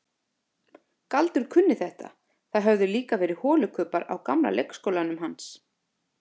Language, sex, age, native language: Icelandic, female, 30-39, Icelandic